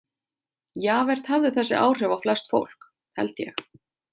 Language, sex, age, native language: Icelandic, female, 30-39, Icelandic